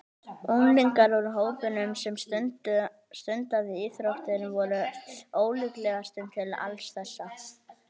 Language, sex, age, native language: Icelandic, male, 18-19, Icelandic